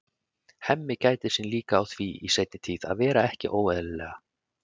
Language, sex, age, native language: Icelandic, male, 30-39, Icelandic